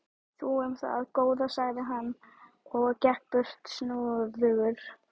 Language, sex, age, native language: Icelandic, female, 12, Icelandic